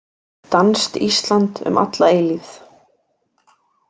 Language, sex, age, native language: Icelandic, female, 18-19, Icelandic